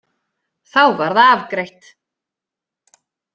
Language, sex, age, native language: Icelandic, female, 30-39, Icelandic